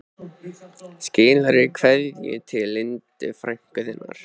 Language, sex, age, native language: Icelandic, male, 13, Icelandic